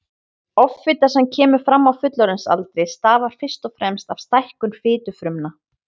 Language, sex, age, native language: Icelandic, female, 30-39, Icelandic